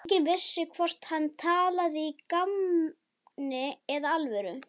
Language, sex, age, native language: Icelandic, male, 11, Icelandic